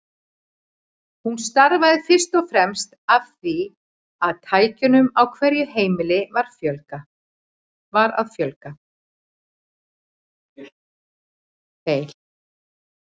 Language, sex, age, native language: Icelandic, female, 40-49, Icelandic